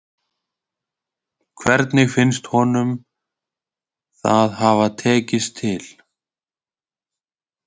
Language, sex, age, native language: Icelandic, male, 20-29, Icelandic